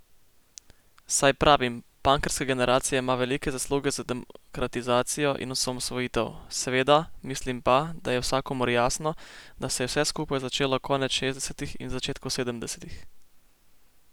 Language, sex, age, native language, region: Slovenian, male, 18-29, Slovenian, Posavska region